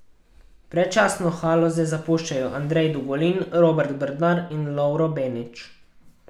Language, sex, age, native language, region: Slovenian, male, 12-17, Slovenian, Carinthia region